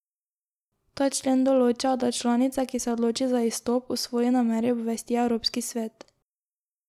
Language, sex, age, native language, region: Slovenian, female, 18-29, Slovenian, Drava region